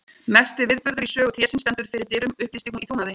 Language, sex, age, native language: Icelandic, female, 30-39, Icelandic